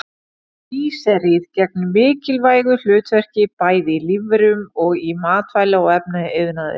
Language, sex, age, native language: Icelandic, female, 40-49, Icelandic